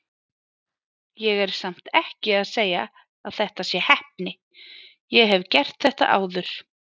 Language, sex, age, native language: Icelandic, female, 30-39, Icelandic